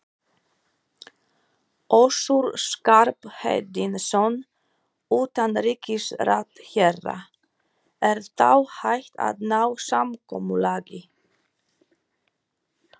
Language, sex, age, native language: Icelandic, female, 40-49, Polish